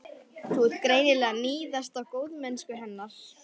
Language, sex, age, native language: Icelandic, female, 12, Icelandic